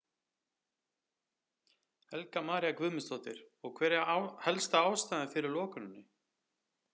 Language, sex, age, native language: Icelandic, male, 30-39, Icelandic